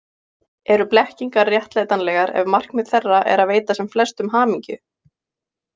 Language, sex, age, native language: Icelandic, female, 20-29, Icelandic